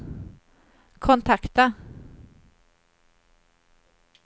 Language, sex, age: Swedish, female, 38